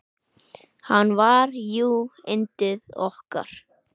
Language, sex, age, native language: Icelandic, male, 9, Icelandic